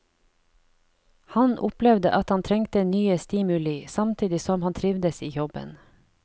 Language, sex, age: Norwegian, female, 49